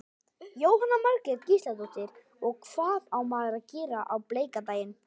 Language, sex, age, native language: Icelandic, male, 20-29, Icelandic